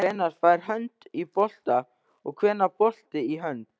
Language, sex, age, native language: Icelandic, male, 13, Icelandic